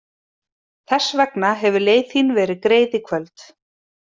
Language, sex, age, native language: Icelandic, female, 30-39, Icelandic